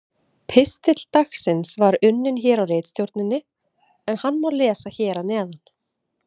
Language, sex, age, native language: Icelandic, female, 30-39, Icelandic